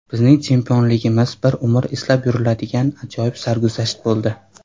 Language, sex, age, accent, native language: Uzbek, male, 19-29, Surxondaryo, Uzbek